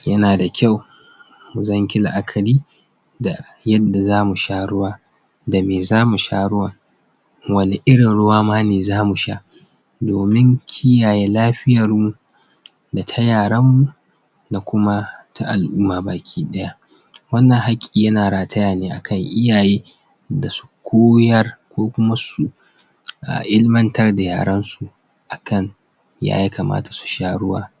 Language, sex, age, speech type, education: Hausa, male, 15-29, spontaneous, tertiary